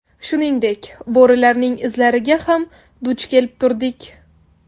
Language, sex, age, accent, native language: Uzbek, female, 18-24, Qoraqalpog'iston, Tajik